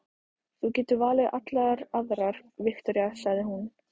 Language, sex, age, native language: Icelandic, female, 14, Icelandic